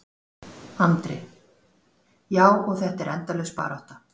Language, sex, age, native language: Icelandic, female, 40-49, Icelandic